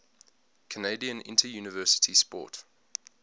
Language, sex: English, male